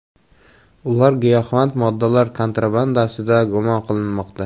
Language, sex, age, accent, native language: Uzbek, male, 18-24, Samarqand, Uzbek